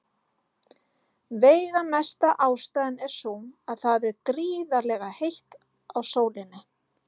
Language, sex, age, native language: Icelandic, female, 30-39, Icelandic